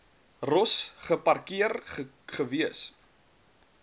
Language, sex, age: Afrikaans, male, 23